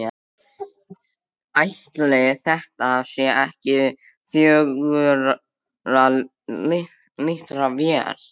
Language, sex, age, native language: Icelandic, male, 13, Icelandic